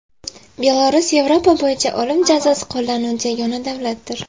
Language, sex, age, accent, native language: Uzbek, female, 19-29, Farg'ona, Uzbek